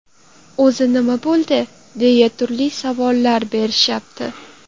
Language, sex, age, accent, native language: Uzbek, female, 12-17, Toshkent shahri, Uzbek